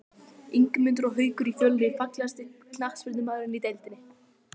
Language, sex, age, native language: Icelandic, male, 12, Icelandic